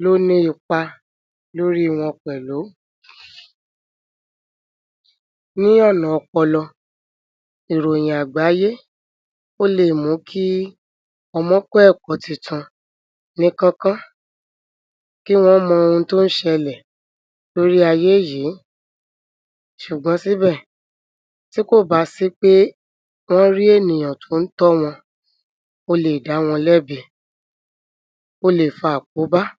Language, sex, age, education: Yoruba, female, 30-45, tertiary